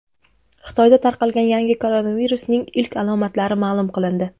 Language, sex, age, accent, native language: Uzbek, female, 19-29, Jizzax, Uzbek